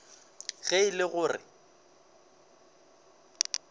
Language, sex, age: Northern Sotho, male, 22